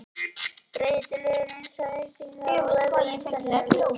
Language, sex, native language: Icelandic, male, Icelandic